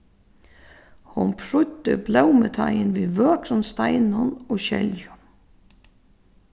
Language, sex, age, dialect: Faroese, female, 36-60, Suðurstreymoy